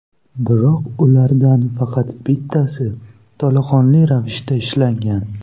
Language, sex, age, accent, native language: Uzbek, female, 18-24, Toshkent shahri, Uzbek